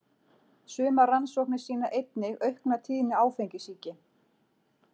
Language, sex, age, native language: Icelandic, female, 40-49, Icelandic